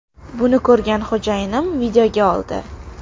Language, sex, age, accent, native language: Uzbek, female, under 19, Qashqadaryo, Uzbek